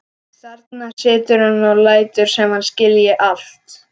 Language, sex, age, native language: Icelandic, male, 11, Icelandic